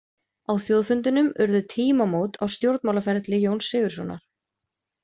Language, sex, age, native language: Icelandic, female, 20-29, Icelandic